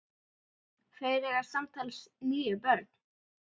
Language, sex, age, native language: Icelandic, female, 10, Icelandic